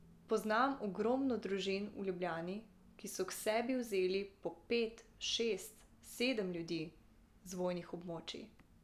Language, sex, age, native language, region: Slovenian, female, 18-29, Slovenian, Drava region